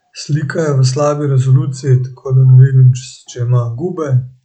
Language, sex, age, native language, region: Slovenian, male, 18-29, Slovenian, Central Slovenia